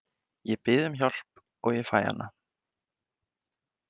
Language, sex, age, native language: Icelandic, male, 20-29, Icelandic